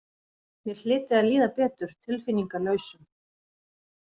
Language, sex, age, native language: Icelandic, female, 40-49, Icelandic